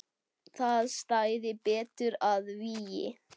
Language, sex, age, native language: Icelandic, male, 8, Icelandic